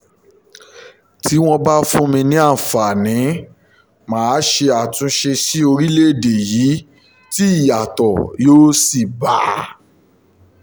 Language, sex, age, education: Yoruba, male, 30-45, tertiary